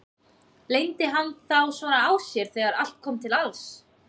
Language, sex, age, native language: Icelandic, female, 20-29, Icelandic